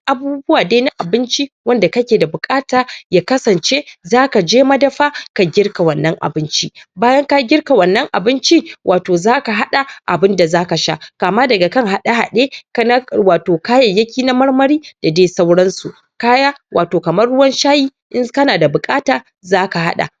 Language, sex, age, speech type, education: Hausa, female, 46-60, spontaneous, tertiary